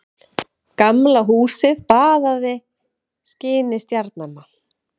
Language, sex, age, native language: Icelandic, female, 30-39, Icelandic